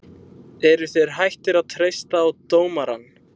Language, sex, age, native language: Icelandic, male, 20-29, Icelandic